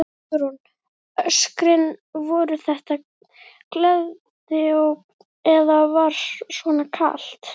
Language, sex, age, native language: Icelandic, female, 11, Icelandic